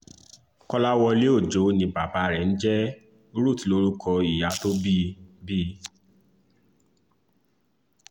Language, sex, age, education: Yoruba, male, 15-29, tertiary